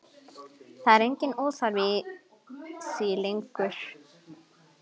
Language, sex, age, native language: Icelandic, female, 11, Icelandic